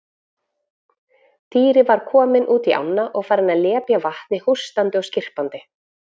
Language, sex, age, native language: Icelandic, female, 40-49, Icelandic